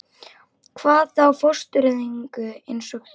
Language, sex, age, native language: Icelandic, female, 11, Icelandic